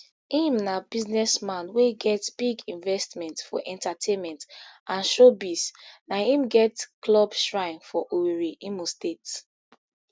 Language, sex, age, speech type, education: Nigerian Pidgin, female, 15-29, spontaneous, tertiary